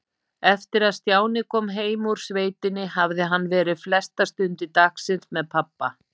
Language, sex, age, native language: Icelandic, female, 50-59, Icelandic